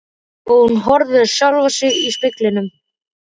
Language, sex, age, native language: Icelandic, male, 12, Icelandic